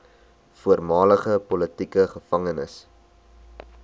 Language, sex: Afrikaans, male